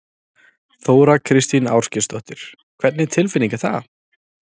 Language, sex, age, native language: Icelandic, male, 30-39, Icelandic